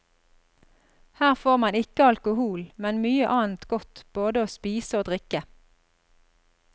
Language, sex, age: Norwegian, female, 32